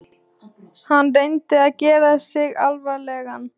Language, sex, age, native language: Icelandic, female, 14, Icelandic